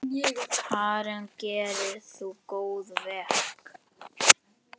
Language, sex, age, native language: Icelandic, male, 10, Icelandic